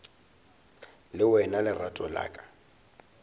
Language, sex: Northern Sotho, male